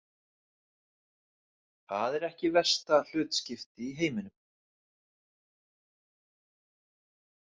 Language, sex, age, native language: Icelandic, male, 30-39, Icelandic